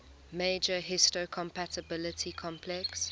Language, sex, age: English, female, 20